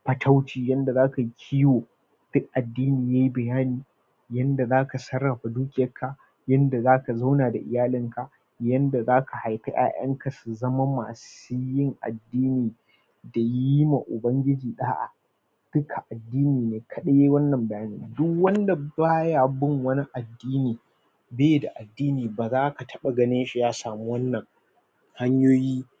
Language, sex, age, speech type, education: Hausa, male, 30-45, spontaneous, tertiary